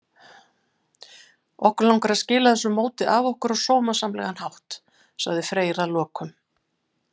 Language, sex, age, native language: Icelandic, female, 50-59, Icelandic